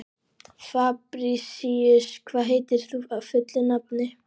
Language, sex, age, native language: Icelandic, male, 12, Icelandic